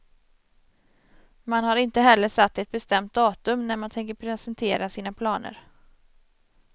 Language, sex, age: Swedish, female, 27